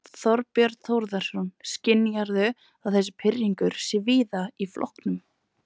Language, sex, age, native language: Icelandic, female, 20-29, Icelandic